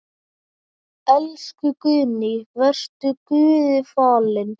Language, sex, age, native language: Icelandic, male, 9, Icelandic